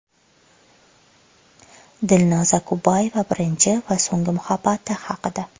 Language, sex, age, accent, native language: Uzbek, female, 25-34, Qashqadaryo, Uzbek